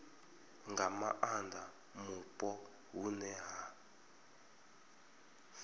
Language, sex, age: Venda, male, 33